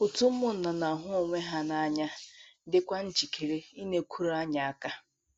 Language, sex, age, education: Igbo, female, 15-29, tertiary